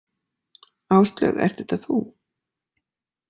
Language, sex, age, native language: Icelandic, female, 40-49, Icelandic